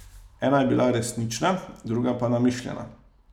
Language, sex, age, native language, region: Slovenian, male, 30-49, Slovenian, Savinja region